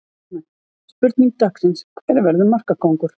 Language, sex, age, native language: Icelandic, female, 50-59, Icelandic